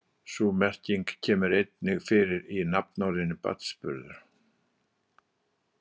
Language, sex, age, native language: Icelandic, male, 60-69, Icelandic